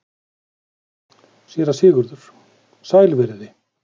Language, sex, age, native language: Icelandic, male, 40-49, Icelandic